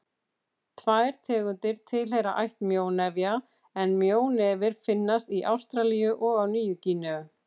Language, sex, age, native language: Icelandic, female, 50-59, Icelandic